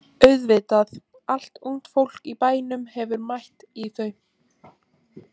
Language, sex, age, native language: Icelandic, female, 18-19, Icelandic